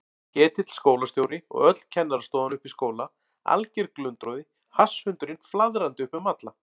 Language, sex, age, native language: Icelandic, male, 40-49, Icelandic